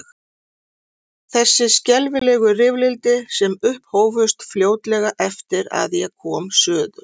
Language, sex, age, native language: Icelandic, female, 40-49, Icelandic